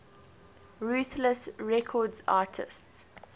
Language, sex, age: English, female, 20